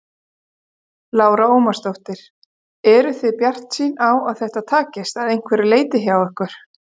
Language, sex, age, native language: Icelandic, female, 40-49, Icelandic